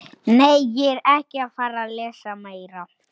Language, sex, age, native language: Icelandic, male, 9, Icelandic